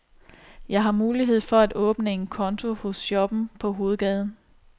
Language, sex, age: Danish, female, 29